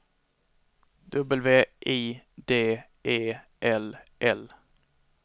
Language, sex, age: Swedish, male, 21